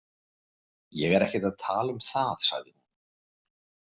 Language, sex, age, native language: Icelandic, male, 50-59, Icelandic